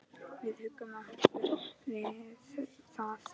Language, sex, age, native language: Icelandic, male, 9, Icelandic